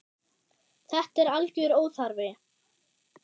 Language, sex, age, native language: Icelandic, female, 10, German